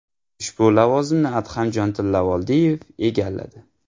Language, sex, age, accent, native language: Uzbek, male, 18-24, Navoiy, Uzbek